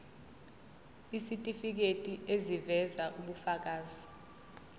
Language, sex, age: Zulu, female, 20